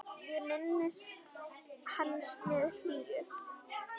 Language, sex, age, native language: Icelandic, female, 9, Icelandic